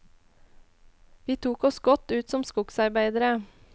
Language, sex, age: Norwegian, female, 21